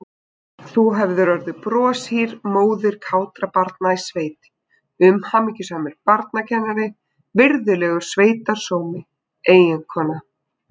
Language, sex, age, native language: Icelandic, female, 20-29, Icelandic